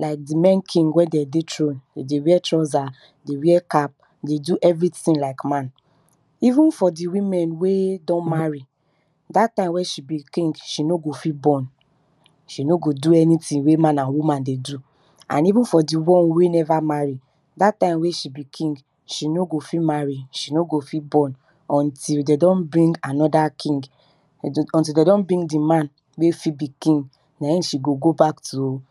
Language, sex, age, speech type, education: Nigerian Pidgin, female, 30-45, spontaneous, tertiary